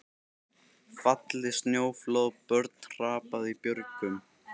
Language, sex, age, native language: Icelandic, male, 13, Icelandic